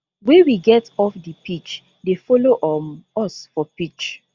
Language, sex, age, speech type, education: Nigerian Pidgin, female, 15-29, spontaneous, tertiary